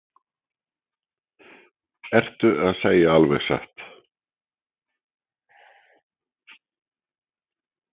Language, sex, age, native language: Icelandic, male, 60-69, Icelandic